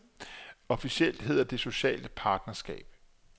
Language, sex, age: Danish, male, 34